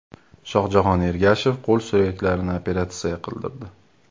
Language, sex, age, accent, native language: Uzbek, male, 25-34, Farg'ona, Uzbek